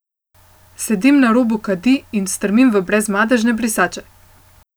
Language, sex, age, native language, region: Slovenian, female, 18-29, Slovenian, Central Slovenia